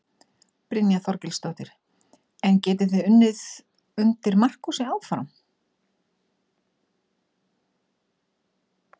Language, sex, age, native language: Icelandic, female, 40-49, Icelandic